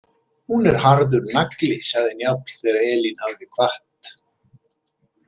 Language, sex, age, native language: Icelandic, male, 70-79, Icelandic